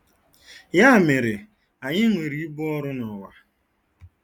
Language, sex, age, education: Igbo, male, 15-29, secondary